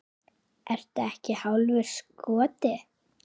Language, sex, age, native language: Icelandic, female, 9, Icelandic